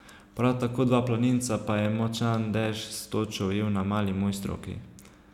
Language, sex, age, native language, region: Slovenian, male, 18-29, Slovenian, Savinja region